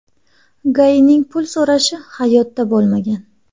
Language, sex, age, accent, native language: Uzbek, female, 18-24, Surxondaryo, Uzbek